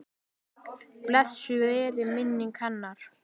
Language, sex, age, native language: Icelandic, male, 10, Icelandic